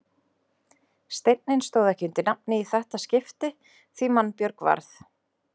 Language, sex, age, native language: Icelandic, female, 20-29, Icelandic